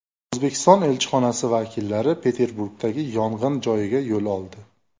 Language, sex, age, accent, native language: Uzbek, male, 25-34, Jizzax, Uzbek